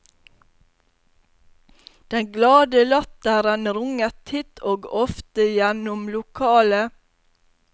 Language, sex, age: Norwegian, female, 32